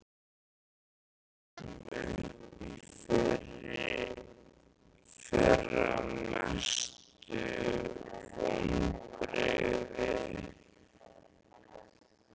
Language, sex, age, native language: Icelandic, male, 13, Icelandic